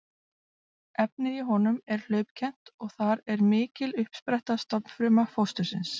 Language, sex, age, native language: Icelandic, female, 40-49, Icelandic